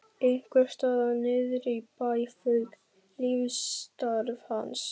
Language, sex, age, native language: Icelandic, male, 12, Icelandic